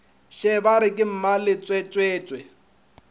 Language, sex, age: Northern Sotho, male, 25